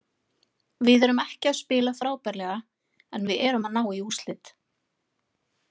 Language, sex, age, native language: Icelandic, female, 40-49, Icelandic